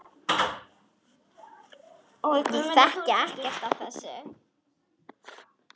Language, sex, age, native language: Icelandic, female, 10, Icelandic